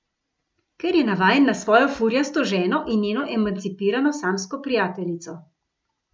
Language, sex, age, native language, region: Slovenian, female, 50-59, Slovenian, Gorenjska region